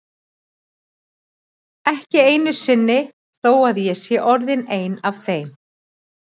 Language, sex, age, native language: Icelandic, female, 40-49, Icelandic